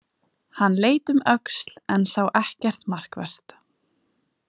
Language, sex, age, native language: Icelandic, female, 20-29, Icelandic